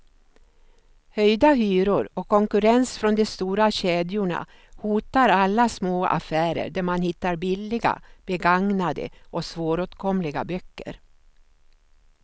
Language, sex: Swedish, female